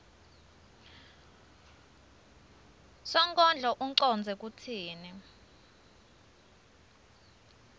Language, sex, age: Swati, female, 24